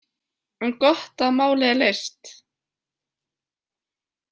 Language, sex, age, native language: Icelandic, female, 20-29, Icelandic